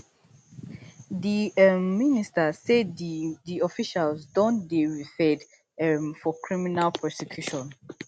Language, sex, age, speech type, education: Nigerian Pidgin, female, 15-29, spontaneous, tertiary